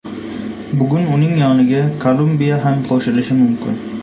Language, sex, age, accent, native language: Uzbek, male, 18-24, Surxondaryo, Uzbek